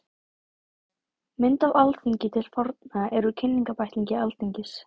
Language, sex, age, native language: Icelandic, female, 18-19, Icelandic